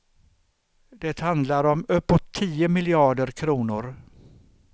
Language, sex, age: Swedish, male, 63